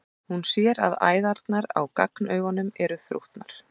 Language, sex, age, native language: Icelandic, female, 40-49, Icelandic